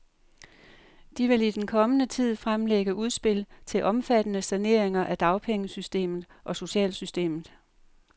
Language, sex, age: Danish, female, 58